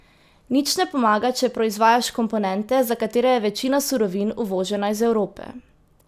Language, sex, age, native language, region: Slovenian, female, 18-29, Slovenian, Drava region